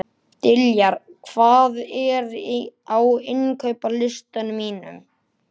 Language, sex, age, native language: Icelandic, male, 11, Icelandic